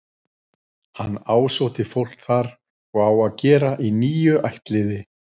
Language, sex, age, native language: Icelandic, male, 40-49, Icelandic